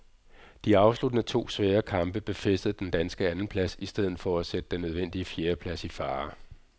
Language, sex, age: Danish, male, 46